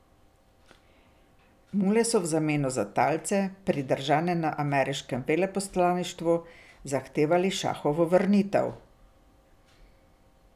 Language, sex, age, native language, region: Slovenian, female, 60+, Slovenian, Drava region